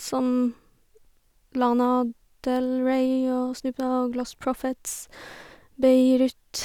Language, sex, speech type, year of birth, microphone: Norwegian, female, spontaneous, 1990, Sennheiser